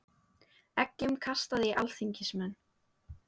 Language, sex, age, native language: Icelandic, female, 18-19, Icelandic